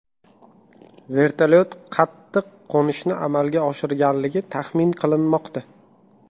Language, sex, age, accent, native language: Uzbek, male, 18-24, Toshkent viloyati, Uzbek